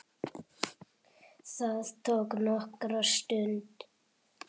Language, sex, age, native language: Icelandic, male, 7, Icelandic